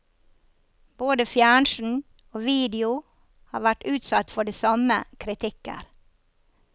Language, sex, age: Norwegian, female, 54